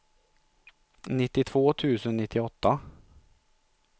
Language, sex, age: Swedish, male, 43